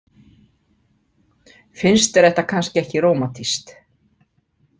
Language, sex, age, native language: Icelandic, female, 50-59, Icelandic